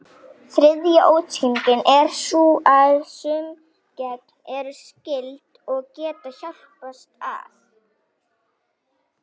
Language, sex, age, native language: Icelandic, female, 18-19, Icelandic